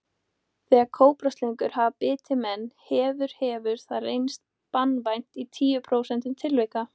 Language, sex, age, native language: Icelandic, female, 18-19, Icelandic